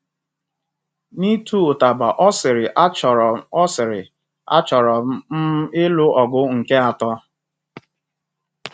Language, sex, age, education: Igbo, male, 30-45, tertiary